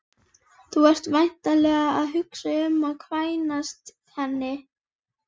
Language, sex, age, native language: Icelandic, female, 11, Icelandic